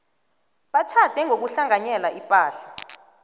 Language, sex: South Ndebele, female